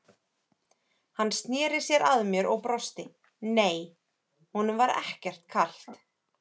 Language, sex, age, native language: Icelandic, female, 30-39, Icelandic